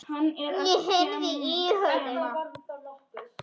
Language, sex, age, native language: Icelandic, female, 10, Icelandic